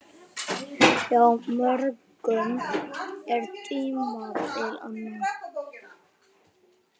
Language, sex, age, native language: Icelandic, male, 9, Icelandic